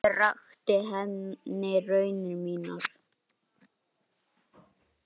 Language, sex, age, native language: Icelandic, male, 9, Icelandic